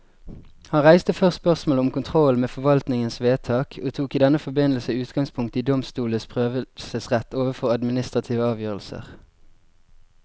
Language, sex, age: Norwegian, male, 20